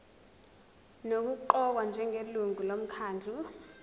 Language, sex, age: Zulu, female, 23